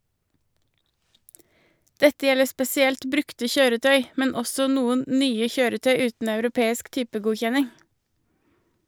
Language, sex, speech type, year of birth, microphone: Norwegian, female, read, 1983, Shure